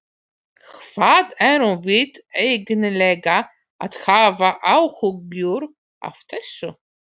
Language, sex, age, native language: Icelandic, female, 40-49, Polish